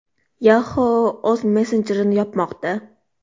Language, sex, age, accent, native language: Uzbek, female, 12-17, Toshkent shahri, Uzbek